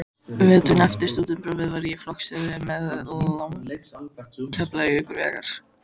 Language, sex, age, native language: Icelandic, female, 14, Icelandic